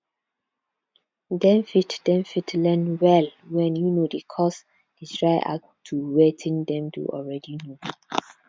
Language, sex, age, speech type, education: Nigerian Pidgin, female, 15-29, spontaneous, tertiary